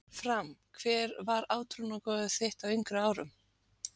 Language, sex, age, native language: Icelandic, female, 40-49, Icelandic